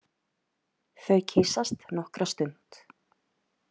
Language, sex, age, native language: Icelandic, female, 30-39, Icelandic